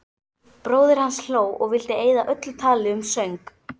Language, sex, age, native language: Icelandic, female, 12, Icelandic